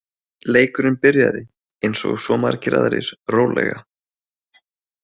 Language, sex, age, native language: Icelandic, male, 20-29, Icelandic